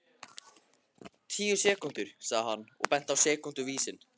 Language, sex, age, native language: Icelandic, male, 14, Icelandic